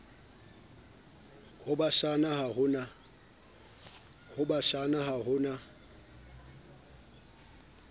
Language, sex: Southern Sotho, male